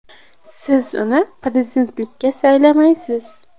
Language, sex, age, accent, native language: Uzbek, female, 18-24, Qashqadaryo, Uzbek